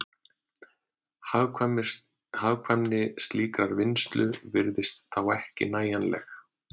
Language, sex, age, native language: Icelandic, male, 30-39, Icelandic